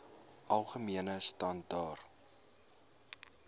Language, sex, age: Afrikaans, male, 20